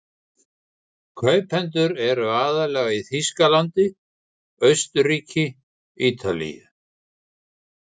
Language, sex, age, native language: Icelandic, male, 60-69, Icelandic